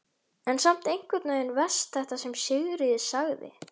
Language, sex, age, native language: Icelandic, male, 11, Icelandic